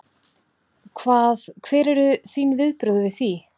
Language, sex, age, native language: Icelandic, female, 30-39, Icelandic